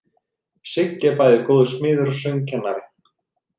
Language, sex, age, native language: Icelandic, male, 30-39, Icelandic